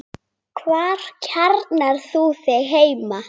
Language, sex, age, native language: Icelandic, female, 8, Icelandic